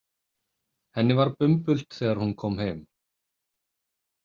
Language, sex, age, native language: Icelandic, male, 30-39, Icelandic